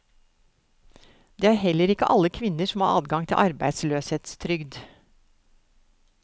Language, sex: Norwegian, female